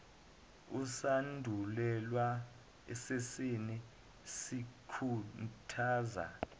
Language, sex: Zulu, male